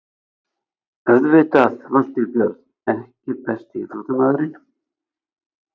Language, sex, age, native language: Icelandic, male, 60-69, Icelandic